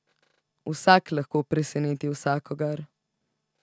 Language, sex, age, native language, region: Slovenian, female, 18-29, Slovenian, Central Slovenia